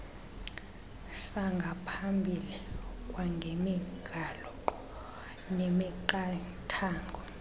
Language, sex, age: Xhosa, female, 24